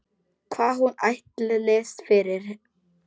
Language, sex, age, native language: Icelandic, female, 10, Polish